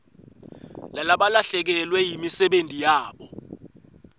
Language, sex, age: Swati, male, 18